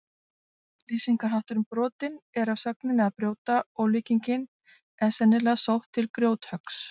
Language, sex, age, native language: Icelandic, female, 40-49, Icelandic